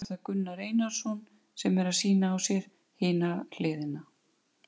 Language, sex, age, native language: Icelandic, female, 50-59, Icelandic